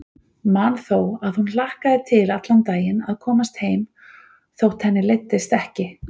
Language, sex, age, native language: Icelandic, female, 40-49, Icelandic